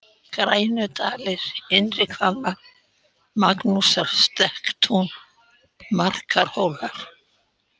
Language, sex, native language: Icelandic, female, Icelandic